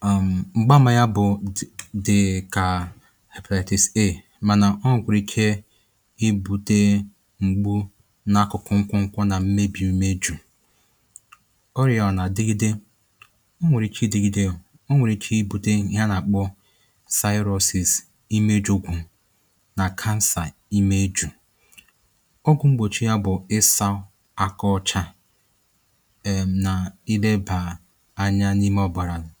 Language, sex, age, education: Igbo, male, 15-29, tertiary